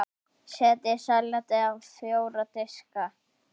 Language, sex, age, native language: Icelandic, male, 8, Icelandic